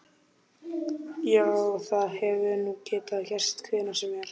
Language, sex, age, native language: Icelandic, male, 12, Icelandic